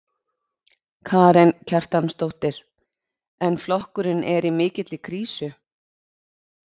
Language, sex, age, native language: Icelandic, female, 50-59, Icelandic